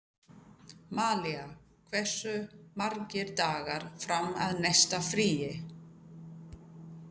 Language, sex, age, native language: Icelandic, female, 50-59, English